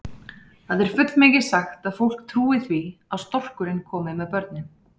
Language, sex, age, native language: Icelandic, female, 30-39, Icelandic